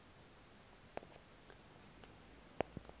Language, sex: Xhosa, male